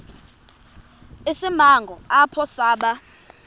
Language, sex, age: Xhosa, female, 32